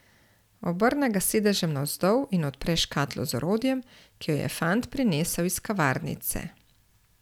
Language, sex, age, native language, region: Slovenian, female, 30-49, Slovenian, Central Slovenia